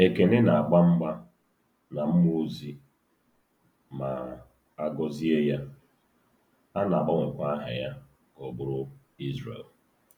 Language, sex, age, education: Igbo, male, 30-45, tertiary